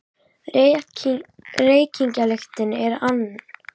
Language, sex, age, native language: Icelandic, female, 18-19, Icelandic